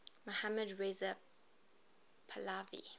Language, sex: English, female